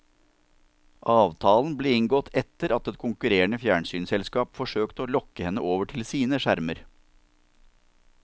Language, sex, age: Norwegian, male, 47